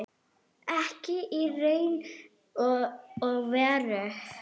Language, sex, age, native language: Icelandic, female, 10, Arabic